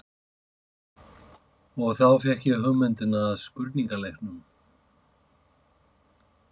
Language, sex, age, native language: Icelandic, male, 50-59, Icelandic